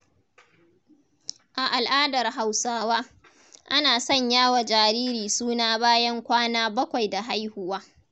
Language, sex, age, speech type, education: Hausa, female, 30-45, read, tertiary